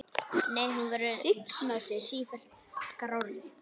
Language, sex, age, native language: Icelandic, male, 10, Icelandic